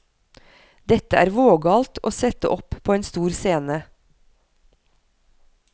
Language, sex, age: Norwegian, female, 43